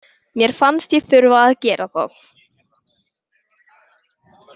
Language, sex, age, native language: Icelandic, male, 18-19, Icelandic